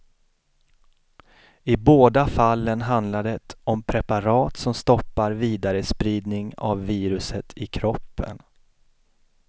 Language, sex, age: Swedish, male, 33